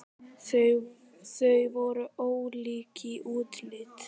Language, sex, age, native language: Icelandic, female, 10, Icelandic